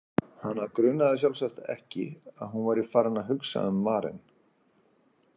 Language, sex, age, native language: Icelandic, male, 40-49, Icelandic